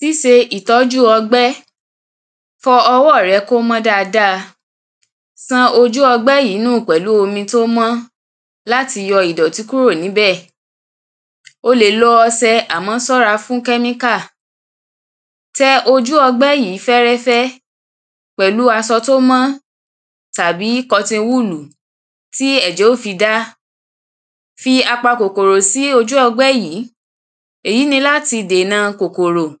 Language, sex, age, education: Yoruba, female, 15-29, primary